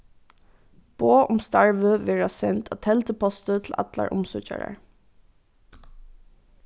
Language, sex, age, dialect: Faroese, female, 15-35, Norðuroyggjar